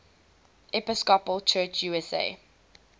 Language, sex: English, female